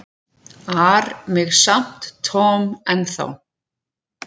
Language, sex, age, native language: Icelandic, female, 7, Icelandic